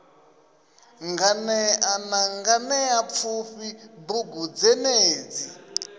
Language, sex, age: Venda, male, 27